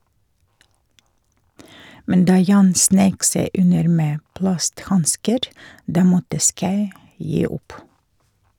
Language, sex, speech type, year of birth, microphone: Norwegian, female, read, 1951, Shure